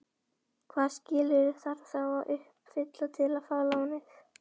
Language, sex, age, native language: Icelandic, female, 11, Icelandic